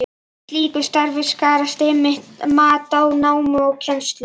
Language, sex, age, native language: Icelandic, female, 11, Icelandic